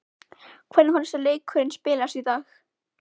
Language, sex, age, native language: Icelandic, female, 11, Icelandic